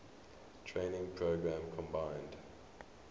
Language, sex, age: English, male, 23